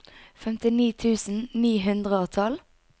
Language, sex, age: Norwegian, female, 22